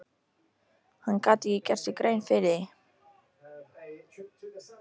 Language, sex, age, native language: Icelandic, female, 13, Icelandic